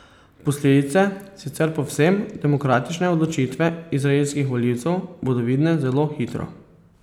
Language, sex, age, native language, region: Slovenian, male, 30-49, Slovenian, Posavska region